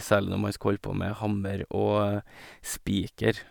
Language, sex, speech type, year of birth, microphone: Norwegian, male, spontaneous, 1985, Sennheiser